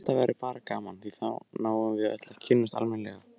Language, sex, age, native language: Icelandic, male, 18-19, Icelandic